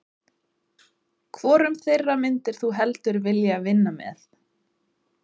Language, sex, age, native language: Icelandic, female, 20-29, Icelandic